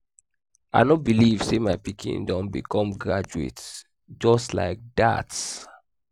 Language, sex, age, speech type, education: Nigerian Pidgin, male, 15-29, spontaneous, tertiary